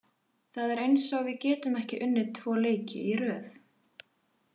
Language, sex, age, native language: Icelandic, female, 18-19, Icelandic